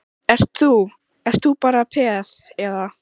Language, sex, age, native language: Icelandic, female, 14, Icelandic